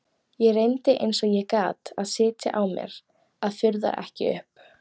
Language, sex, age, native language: Icelandic, female, 18-19, Icelandic